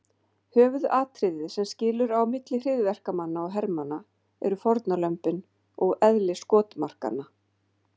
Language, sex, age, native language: Icelandic, female, 50-59, Icelandic